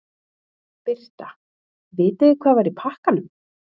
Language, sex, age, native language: Icelandic, female, 30-39, Icelandic